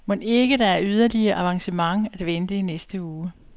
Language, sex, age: Danish, female, 62